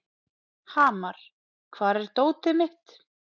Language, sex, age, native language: Icelandic, female, 30-39, Icelandic